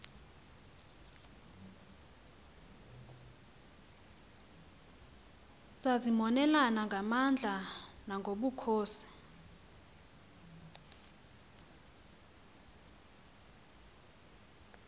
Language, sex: Xhosa, female